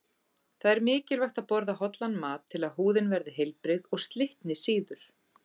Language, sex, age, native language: Icelandic, female, 40-49, Icelandic